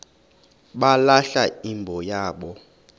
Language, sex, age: Xhosa, male, 31